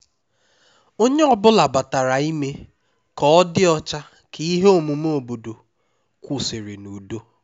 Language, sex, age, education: Igbo, male, 15-29, tertiary